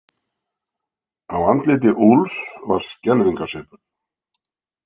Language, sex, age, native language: Icelandic, male, 60-69, Icelandic